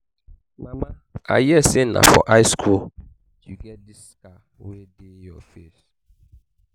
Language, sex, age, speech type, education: Nigerian Pidgin, male, 15-29, spontaneous, tertiary